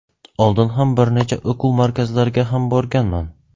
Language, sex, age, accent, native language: Uzbek, male, 18-24, Navoiy, Uzbek